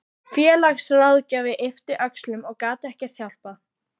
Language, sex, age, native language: Icelandic, female, 12, Icelandic